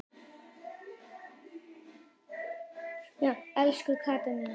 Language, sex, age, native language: Icelandic, male, 8, Icelandic